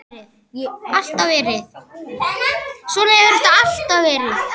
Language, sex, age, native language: Icelandic, male, 8, Icelandic